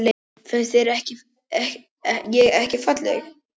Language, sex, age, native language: Icelandic, male, 10, Polish